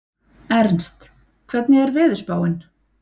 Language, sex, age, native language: Icelandic, female, 30-39, Icelandic